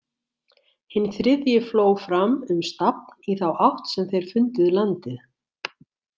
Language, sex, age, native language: Icelandic, female, 60-69, Icelandic